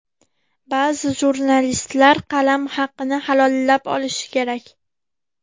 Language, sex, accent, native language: Uzbek, female, Farg'ona, Uzbek